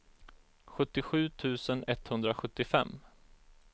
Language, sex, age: Swedish, male, 34